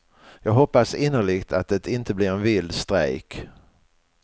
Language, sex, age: Swedish, male, 61